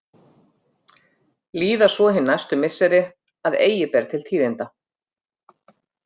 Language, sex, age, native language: Icelandic, female, 50-59, Icelandic